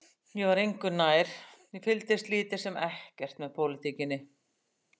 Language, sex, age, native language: Icelandic, female, 60-69, Icelandic